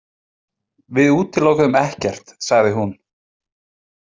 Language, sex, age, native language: Icelandic, male, 20-29, Icelandic